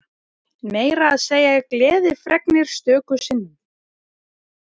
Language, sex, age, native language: Icelandic, female, 50-59, Icelandic